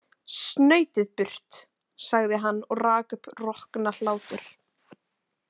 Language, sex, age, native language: Icelandic, female, 20-29, Icelandic